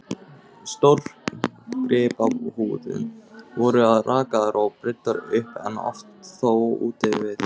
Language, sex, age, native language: Icelandic, male, 18-19, Icelandic